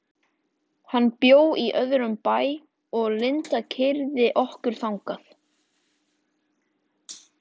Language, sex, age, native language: Icelandic, male, 14, Icelandic